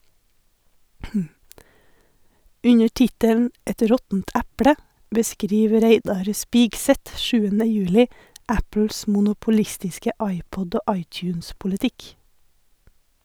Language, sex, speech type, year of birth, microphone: Norwegian, female, read, 1981, Sennheiser